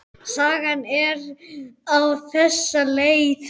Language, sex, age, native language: Icelandic, male, 10, Icelandic